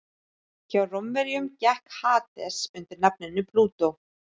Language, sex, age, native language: Icelandic, female, 30-39, Icelandic